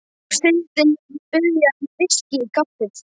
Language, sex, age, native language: Icelandic, male, 12, Icelandic